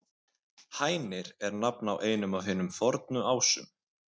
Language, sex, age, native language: Icelandic, male, 20-29, Icelandic